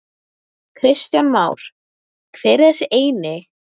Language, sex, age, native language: Icelandic, female, 12, Icelandic